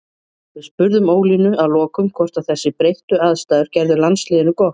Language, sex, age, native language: Icelandic, female, 40-49, Icelandic